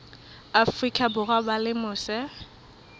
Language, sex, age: Southern Sotho, female, 21